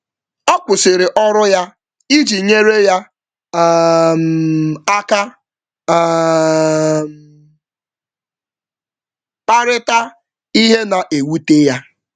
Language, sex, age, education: Igbo, male, 15-29, tertiary